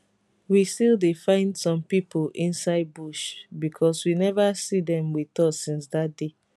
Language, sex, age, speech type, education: Nigerian Pidgin, female, 15-29, spontaneous, tertiary